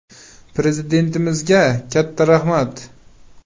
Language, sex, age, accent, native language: Uzbek, male, 18-24, Qashqadaryo, Uzbek